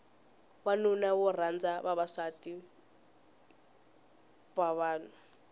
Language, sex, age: Tsonga, female, 20